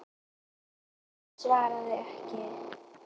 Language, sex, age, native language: Icelandic, female, 10, Icelandic